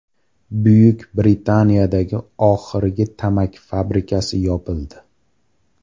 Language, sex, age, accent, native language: Uzbek, male, 18-24, Farg'ona, Uzbek